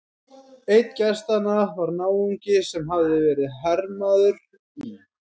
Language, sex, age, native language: Icelandic, female, 12, Icelandic